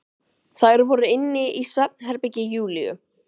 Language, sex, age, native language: Icelandic, male, 12, Icelandic